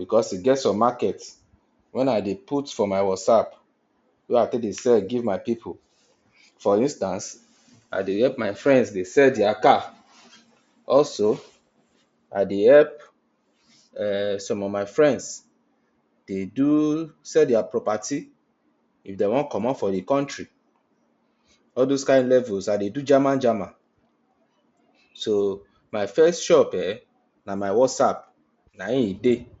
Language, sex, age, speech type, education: Nigerian Pidgin, male, 46-60, spontaneous, tertiary